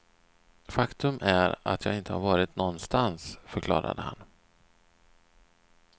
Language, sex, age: Swedish, male, 39